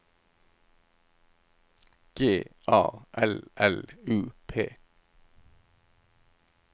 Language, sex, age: Norwegian, male, 51